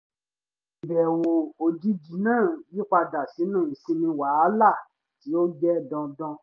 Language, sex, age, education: Yoruba, male, 15-29, tertiary